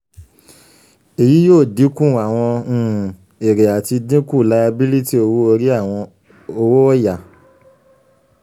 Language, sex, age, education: Yoruba, male, 15-29, secondary